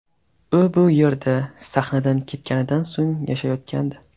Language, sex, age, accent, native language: Uzbek, male, 18-24, Qashqadaryo, Uzbek